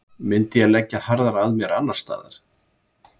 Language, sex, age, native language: Icelandic, male, 70-79, Icelandic